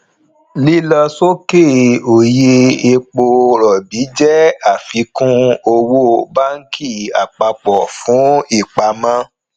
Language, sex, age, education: Yoruba, male, 30-45, tertiary